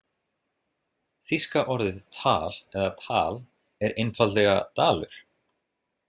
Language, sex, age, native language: Icelandic, male, 30-39, Icelandic